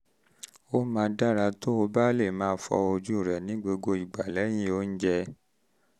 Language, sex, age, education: Yoruba, male, 30-45, tertiary